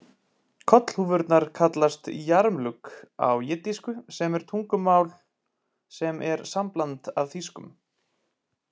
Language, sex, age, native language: Icelandic, male, 20-29, Icelandic